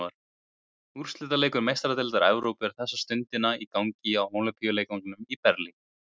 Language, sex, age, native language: Icelandic, male, 20-29, Icelandic